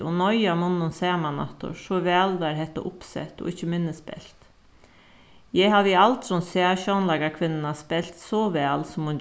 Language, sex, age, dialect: Faroese, female, 36-60, Suðuroy